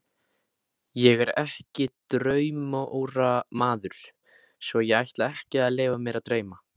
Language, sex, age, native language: Icelandic, male, 18-19, Icelandic